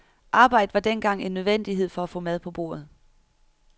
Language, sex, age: Danish, female, 31